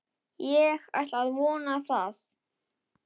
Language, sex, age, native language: Icelandic, male, 8, Icelandic